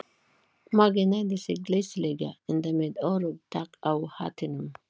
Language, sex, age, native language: Icelandic, female, 40-49, Filipino